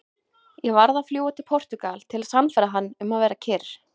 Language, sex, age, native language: Icelandic, female, 20-29, Icelandic